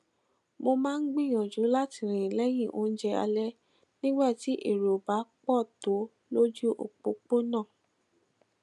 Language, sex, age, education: Yoruba, female, 15-29, tertiary